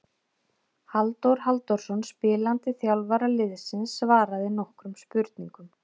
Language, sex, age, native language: Icelandic, female, 30-39, Icelandic